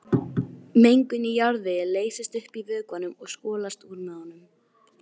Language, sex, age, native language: Icelandic, female, 18-19, Icelandic